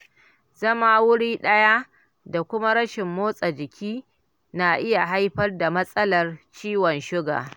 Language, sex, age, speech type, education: Hausa, female, 60+, read, primary